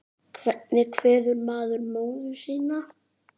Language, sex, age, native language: Icelandic, male, 9, Icelandic